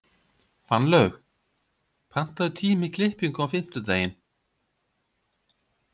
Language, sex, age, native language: Icelandic, male, 50-59, Icelandic